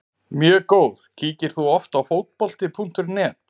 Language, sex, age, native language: Icelandic, male, 30-39, Icelandic